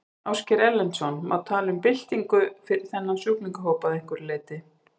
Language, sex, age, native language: Icelandic, female, 50-59, Icelandic